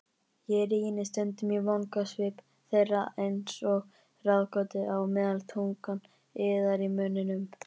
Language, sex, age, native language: Icelandic, male, 18-19, Icelandic